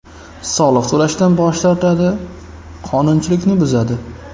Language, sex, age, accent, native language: Uzbek, male, 25-34, Qashqadaryo, Uzbek